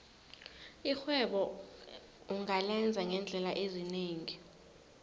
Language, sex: South Ndebele, female